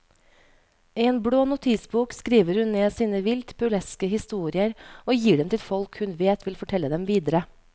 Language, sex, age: Norwegian, female, 31